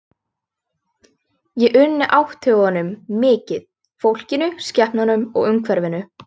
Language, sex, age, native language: Icelandic, female, 13, Icelandic